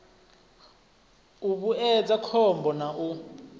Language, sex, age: Venda, male, 25